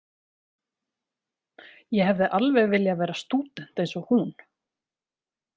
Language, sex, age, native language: Icelandic, female, 30-39, Icelandic